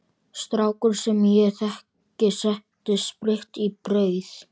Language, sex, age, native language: Icelandic, male, 12, Icelandic